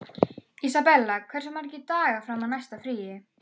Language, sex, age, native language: Icelandic, female, 12, Icelandic